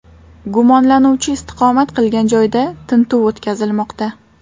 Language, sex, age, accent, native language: Uzbek, female, 18-24, Toshkent shahri, Uzbek